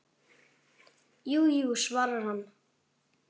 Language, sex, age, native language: Icelandic, male, 9, Icelandic